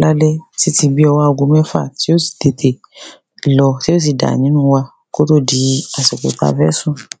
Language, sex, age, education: Yoruba, female, 30-45, secondary